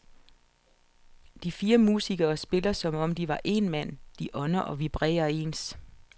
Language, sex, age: Danish, female, 47